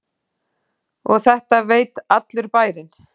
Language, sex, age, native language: Icelandic, female, 10, Icelandic